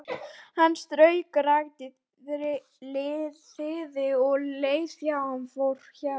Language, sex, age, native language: Icelandic, female, 12, Icelandic